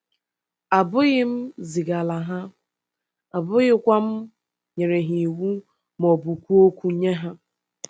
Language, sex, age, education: Igbo, female, 15-29, tertiary